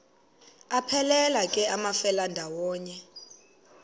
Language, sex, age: Xhosa, female, 22